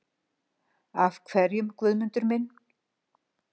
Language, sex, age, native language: Icelandic, female, 60-69, Icelandic